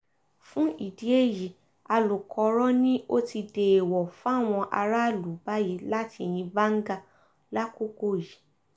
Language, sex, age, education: Yoruba, female, 15-29, tertiary